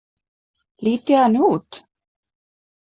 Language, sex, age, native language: Icelandic, female, 20-29, Icelandic